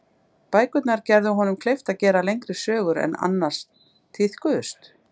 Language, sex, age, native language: Icelandic, female, 50-59, Icelandic